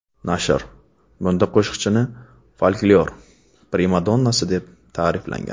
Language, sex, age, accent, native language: Uzbek, male, 25-34, Navoiy, Uzbek